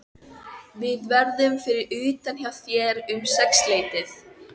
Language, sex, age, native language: Icelandic, female, 14, Icelandic